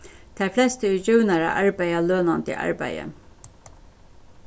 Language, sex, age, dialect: Faroese, female, 36-60, Suðurstreymoy